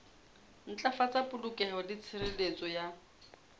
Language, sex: Southern Sotho, female